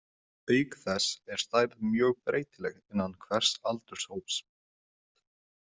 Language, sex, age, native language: Icelandic, male, 20-29, Icelandic